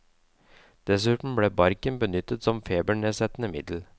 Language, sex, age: Norwegian, male, 37